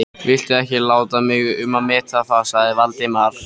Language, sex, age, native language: Icelandic, male, 13, Icelandic